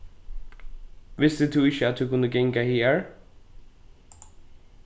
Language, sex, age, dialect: Faroese, male, 15-35, Norðuroyggjar